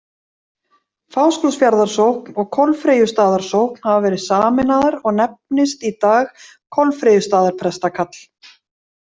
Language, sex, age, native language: Icelandic, female, 40-49, Icelandic